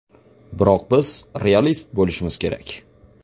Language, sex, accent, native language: Uzbek, male, Farg'ona, Uzbek